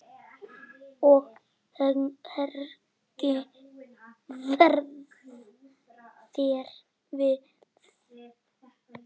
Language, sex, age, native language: Icelandic, male, 9, Icelandic